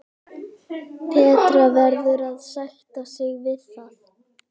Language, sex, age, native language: Icelandic, other, 11, Icelandic